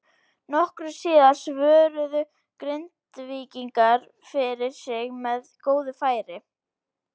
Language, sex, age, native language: Icelandic, female, 18-19, Icelandic